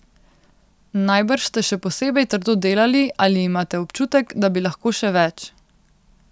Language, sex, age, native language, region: Slovenian, female, 18-29, Slovenian, Central Slovenia